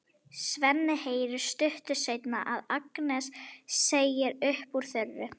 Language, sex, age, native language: Icelandic, female, 11, Icelandic